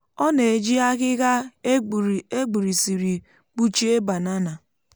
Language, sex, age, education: Igbo, female, 15-29, tertiary